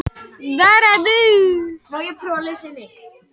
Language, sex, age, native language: Icelandic, male, 18-19, Icelandic